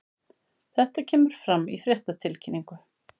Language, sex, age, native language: Icelandic, female, 50-59, Icelandic